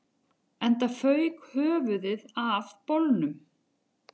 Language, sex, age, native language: Icelandic, female, 40-49, Icelandic